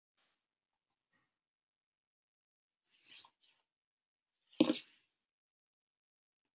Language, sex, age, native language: Icelandic, male, 70-79, Icelandic